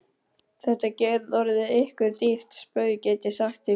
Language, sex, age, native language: Icelandic, male, 12, Icelandic